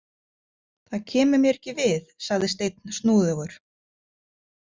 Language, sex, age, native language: Icelandic, female, 50-59, Icelandic